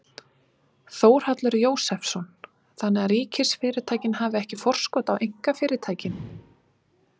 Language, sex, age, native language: Icelandic, female, 20-29, Icelandic